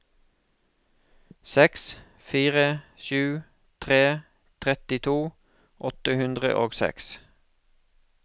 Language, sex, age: Norwegian, male, 36